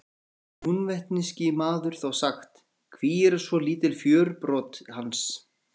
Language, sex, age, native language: Icelandic, male, 40-49, Icelandic